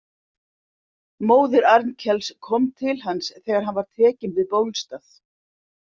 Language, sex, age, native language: Icelandic, female, 50-59, Icelandic